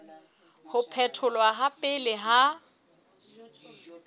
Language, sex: Southern Sotho, female